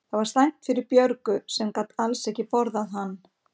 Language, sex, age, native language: Icelandic, female, 50-59, Icelandic